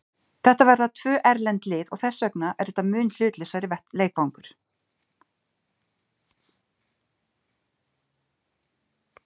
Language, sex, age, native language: Icelandic, female, 50-59, Icelandic